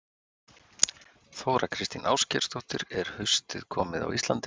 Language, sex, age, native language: Icelandic, male, 50-59, Icelandic